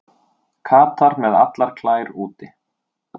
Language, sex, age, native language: Icelandic, male, 30-39, Icelandic